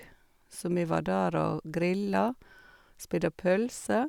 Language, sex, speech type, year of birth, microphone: Norwegian, female, spontaneous, 1956, Sennheiser